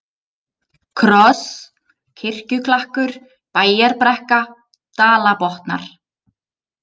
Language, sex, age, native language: Icelandic, female, 30-39, Icelandic